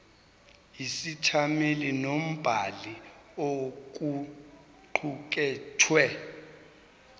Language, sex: Zulu, male